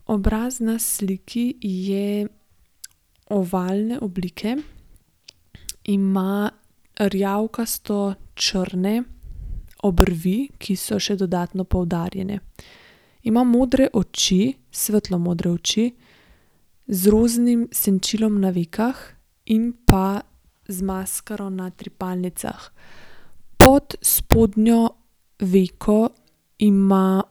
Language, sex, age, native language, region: Slovenian, female, 18-29, Slovenian, Gorenjska region